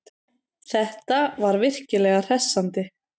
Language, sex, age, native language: Icelandic, female, 30-39, Icelandic